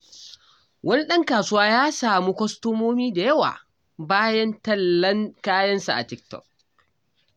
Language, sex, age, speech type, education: Hausa, male, 15-29, read, tertiary